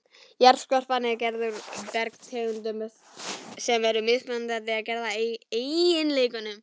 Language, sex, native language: Icelandic, female, Icelandic